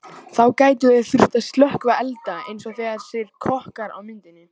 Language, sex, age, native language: Icelandic, male, 18-19, Icelandic